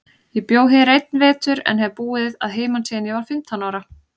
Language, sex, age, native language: Icelandic, female, 30-39, Icelandic